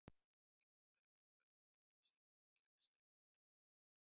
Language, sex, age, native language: Icelandic, male, 70-79, Icelandic